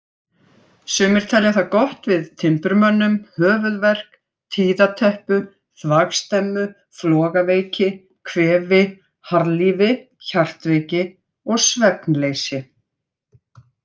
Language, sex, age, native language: Icelandic, female, 50-59, Icelandic